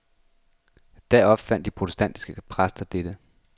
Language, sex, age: Danish, male, 26